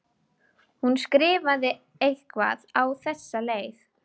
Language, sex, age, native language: Icelandic, female, 12, Icelandic